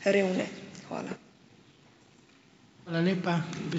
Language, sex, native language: Slovenian, female, Slovenian